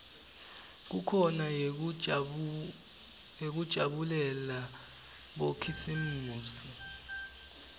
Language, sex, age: Swati, male, 18